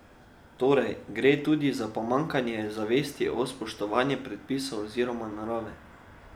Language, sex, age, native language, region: Slovenian, male, 12-17, Slovenian, Drava region